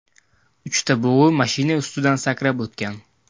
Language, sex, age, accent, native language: Uzbek, male, 18-24, Toshkent viloyati, Uzbek